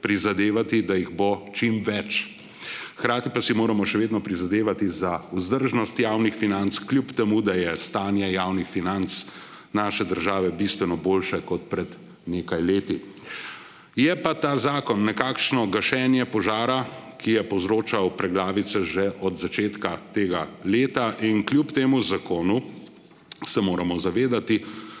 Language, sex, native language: Slovenian, male, Slovenian